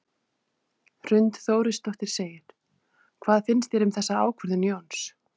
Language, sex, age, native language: Icelandic, female, 30-39, Icelandic